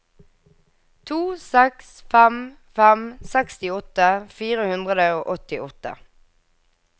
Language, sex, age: Norwegian, female, 24